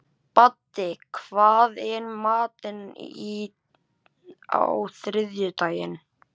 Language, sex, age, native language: Icelandic, male, 11, Icelandic